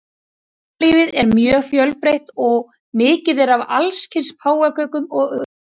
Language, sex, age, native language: Icelandic, female, 30-39, Icelandic